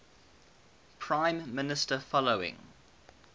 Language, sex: English, male